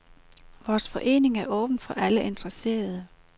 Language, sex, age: Danish, female, 38